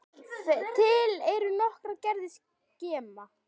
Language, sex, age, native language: Icelandic, female, 10, Icelandic